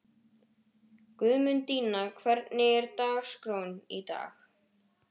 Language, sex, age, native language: Icelandic, male, 12, Icelandic